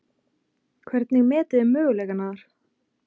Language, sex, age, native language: Icelandic, female, 20-29, Icelandic